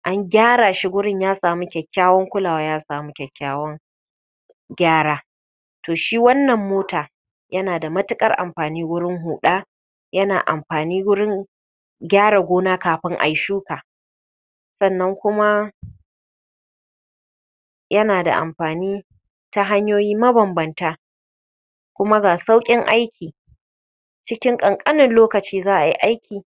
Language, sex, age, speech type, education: Hausa, female, 30-45, spontaneous, tertiary